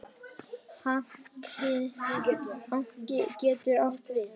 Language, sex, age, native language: Icelandic, female, 10, Icelandic